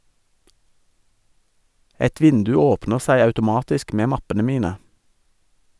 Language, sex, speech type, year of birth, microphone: Norwegian, male, read, 1973, Sennheiser